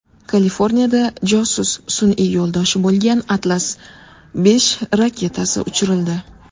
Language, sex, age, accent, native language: Uzbek, female, 18-24, Toshkent shahri, Uzbek